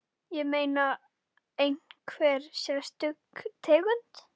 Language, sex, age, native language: Icelandic, female, 10, Icelandic